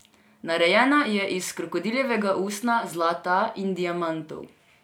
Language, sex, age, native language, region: Slovenian, female, 18-29, Serbian, Drava region